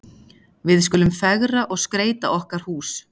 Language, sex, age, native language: Icelandic, female, 40-49, Icelandic